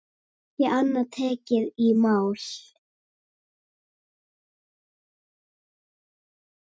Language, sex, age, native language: Icelandic, female, 9, Icelandic